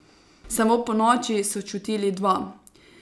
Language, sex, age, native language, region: Slovenian, female, 18-29, Slovenian, Savinja region